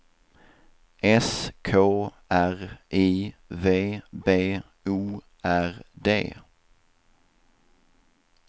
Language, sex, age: Swedish, male, 27